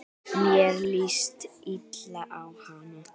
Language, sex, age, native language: Icelandic, female, 9, Icelandic